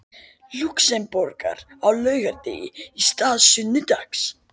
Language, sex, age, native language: Icelandic, male, 13, Icelandic